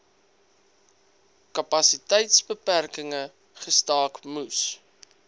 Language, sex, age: Afrikaans, male, 22